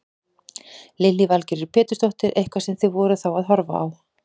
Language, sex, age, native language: Icelandic, female, 40-49, Icelandic